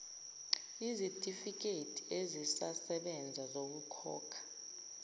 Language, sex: Zulu, female